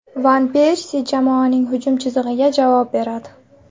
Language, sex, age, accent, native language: Uzbek, female, under 19, Navoiy, Uzbek